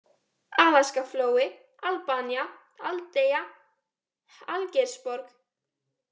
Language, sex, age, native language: Icelandic, female, 18-19, Icelandic